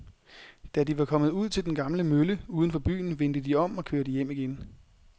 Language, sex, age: Danish, male, 30